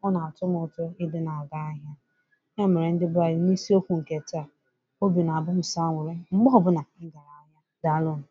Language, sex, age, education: Igbo, female, 15-29, secondary